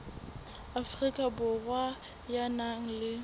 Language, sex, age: Southern Sotho, female, 18